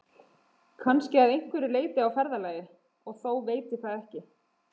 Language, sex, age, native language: Icelandic, female, 20-29, Icelandic